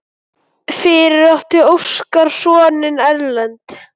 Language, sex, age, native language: Icelandic, male, 9, Icelandic